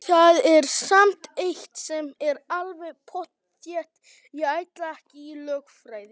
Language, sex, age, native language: Icelandic, male, 18-19, Icelandic